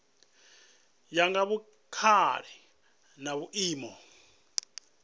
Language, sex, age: Venda, male, 37